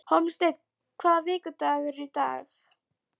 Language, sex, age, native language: Icelandic, female, 11, Polish